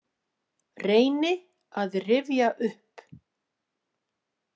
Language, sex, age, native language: Icelandic, female, 40-49, Icelandic